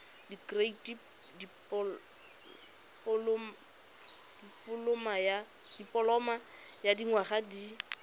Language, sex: Tswana, female